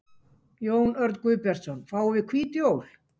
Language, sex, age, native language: Icelandic, female, 18-19, Icelandic